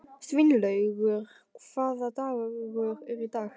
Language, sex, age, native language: Icelandic, male, 12, Icelandic